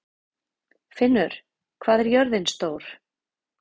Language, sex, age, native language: Icelandic, female, 30-39, Icelandic